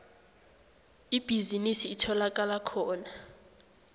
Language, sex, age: South Ndebele, female, 18